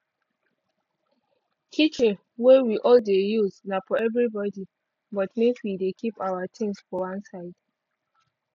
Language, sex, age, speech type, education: Nigerian Pidgin, female, 15-29, spontaneous, tertiary